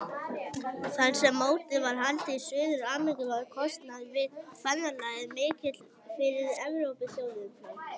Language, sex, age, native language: Icelandic, male, 18-19, Icelandic